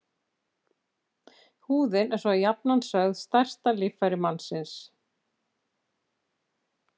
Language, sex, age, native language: Icelandic, female, 50-59, Icelandic